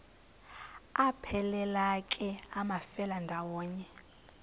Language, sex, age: Xhosa, female, 20